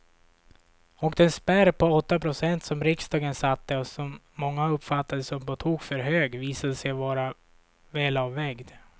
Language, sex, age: Swedish, male, 26